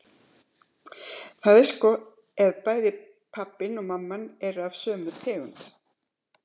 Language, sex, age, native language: Icelandic, female, 70-79, Icelandic